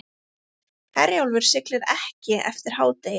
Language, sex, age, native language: Icelandic, female, 30-39, Icelandic